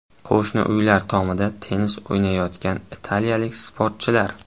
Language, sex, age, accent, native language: Uzbek, male, 18-24, Samarqand, Uzbek